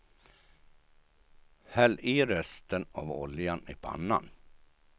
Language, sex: Swedish, male